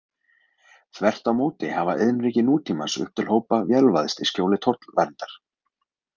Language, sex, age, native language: Icelandic, male, 20-29, Icelandic